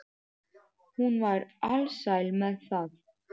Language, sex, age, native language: Icelandic, female, 8, Icelandic